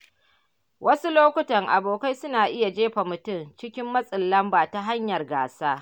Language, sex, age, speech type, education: Hausa, female, 60+, read, primary